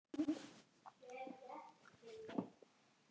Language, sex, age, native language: Icelandic, female, 8, Icelandic